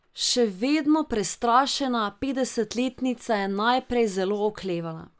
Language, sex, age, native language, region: Slovenian, female, 18-29, Slovenian, Drava region